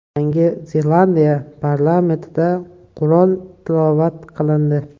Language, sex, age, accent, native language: Uzbek, male, 18-24, Toshkent viloyati, Uzbek